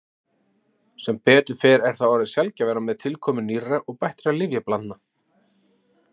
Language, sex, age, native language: Icelandic, male, 30-39, Icelandic